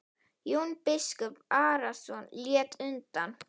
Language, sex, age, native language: Icelandic, female, 9, Icelandic